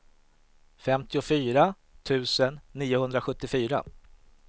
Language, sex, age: Swedish, male, 38